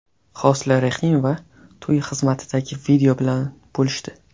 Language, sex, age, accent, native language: Uzbek, male, 18-24, Qashqadaryo, Uzbek